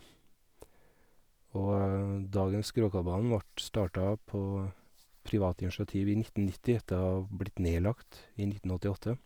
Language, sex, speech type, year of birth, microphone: Norwegian, male, spontaneous, 1981, Sennheiser